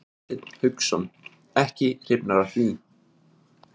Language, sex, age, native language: Icelandic, male, 20-29, Icelandic